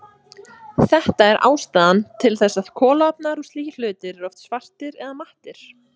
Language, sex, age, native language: Icelandic, female, 20-29, Icelandic